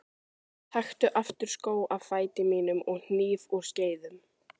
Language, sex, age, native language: Icelandic, female, 14, Icelandic